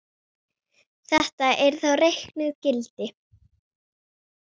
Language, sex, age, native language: Icelandic, female, 9, Icelandic